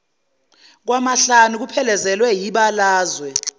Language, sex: Zulu, female